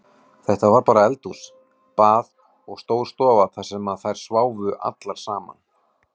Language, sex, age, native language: Icelandic, male, 40-49, Icelandic